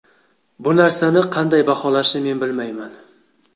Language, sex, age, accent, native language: Uzbek, male, 25-34, Xorazm, Uzbek